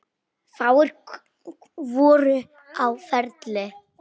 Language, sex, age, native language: Icelandic, female, 9, Icelandic